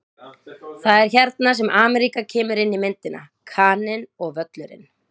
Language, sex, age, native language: Icelandic, female, 20-29, Icelandic